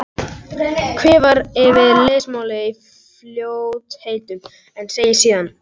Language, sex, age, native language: Icelandic, male, 11, Icelandic